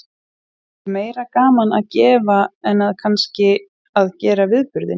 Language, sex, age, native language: Icelandic, female, 30-39, Icelandic